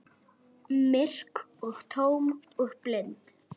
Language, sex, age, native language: Icelandic, female, 10, Icelandic